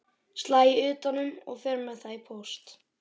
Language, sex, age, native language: Icelandic, male, 12, Icelandic